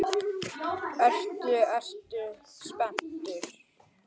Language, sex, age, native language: Icelandic, male, 11, Icelandic